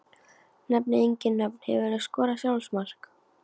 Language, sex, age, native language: Icelandic, female, 15, Icelandic